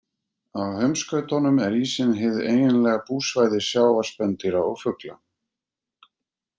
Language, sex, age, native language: Icelandic, male, 50-59, Icelandic